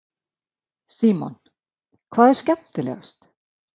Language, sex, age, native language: Icelandic, female, 50-59, Icelandic